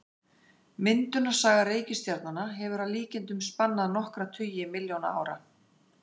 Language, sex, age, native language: Icelandic, female, 50-59, Icelandic